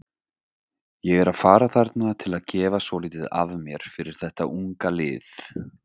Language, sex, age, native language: Icelandic, male, 30-39, Icelandic